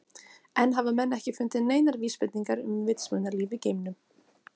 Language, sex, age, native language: Icelandic, female, 30-39, Icelandic